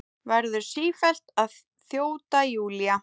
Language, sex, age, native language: Icelandic, female, 10, Icelandic